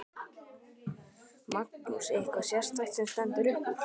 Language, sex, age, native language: Icelandic, male, 12, Icelandic